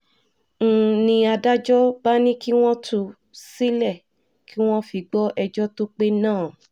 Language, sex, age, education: Yoruba, female, 15-29, tertiary